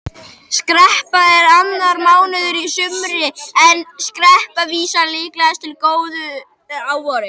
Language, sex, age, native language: Icelandic, male, 21, Icelandic